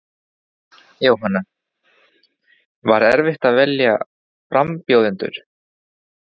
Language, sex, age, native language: Icelandic, male, 20-29, Spanish